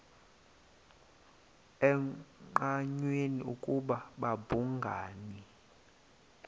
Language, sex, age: Xhosa, male, 20